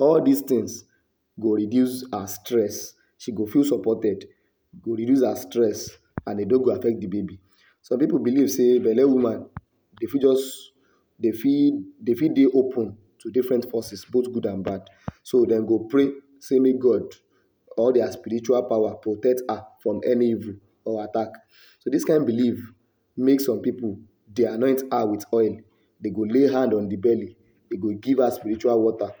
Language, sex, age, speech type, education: Nigerian Pidgin, male, 60+, spontaneous, tertiary